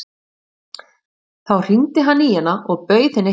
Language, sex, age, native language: Icelandic, female, 50-59, Icelandic